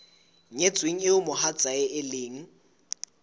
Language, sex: Southern Sotho, male